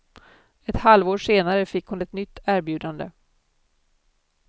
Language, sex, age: Swedish, female, 47